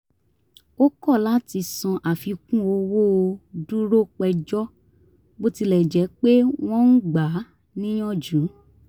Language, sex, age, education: Yoruba, female, 30-45, tertiary